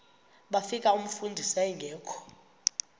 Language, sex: Xhosa, female